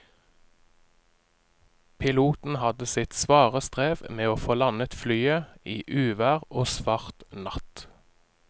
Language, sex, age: Norwegian, male, 30